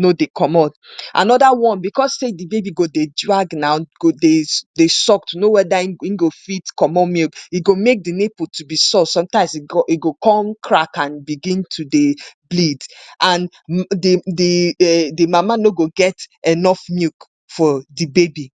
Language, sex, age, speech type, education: Nigerian Pidgin, female, 30-45, spontaneous, tertiary